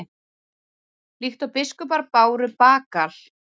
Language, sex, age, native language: Icelandic, female, 30-39, Icelandic